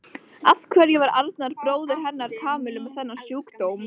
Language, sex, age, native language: Icelandic, female, 13, Icelandic